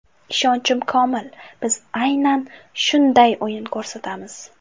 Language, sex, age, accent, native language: Uzbek, female, 18-24, Jizzax, Uzbek